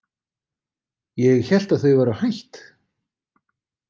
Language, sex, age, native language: Icelandic, male, 50-59, Icelandic